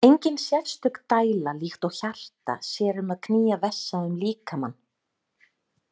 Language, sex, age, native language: Icelandic, female, 30-39, Icelandic